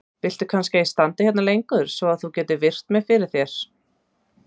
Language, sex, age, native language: Icelandic, female, 30-39, Icelandic